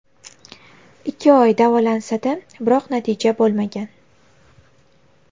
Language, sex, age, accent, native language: Uzbek, female, 18-24, Navoiy, Uzbek